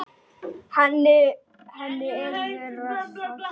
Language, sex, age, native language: Icelandic, male, 9, Icelandic